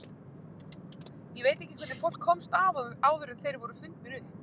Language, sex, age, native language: Icelandic, female, 20-29, Icelandic